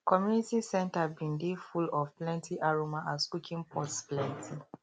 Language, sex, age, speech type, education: Nigerian Pidgin, female, 30-45, spontaneous, tertiary